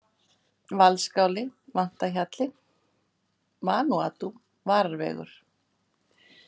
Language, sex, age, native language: Icelandic, female, 50-59, Icelandic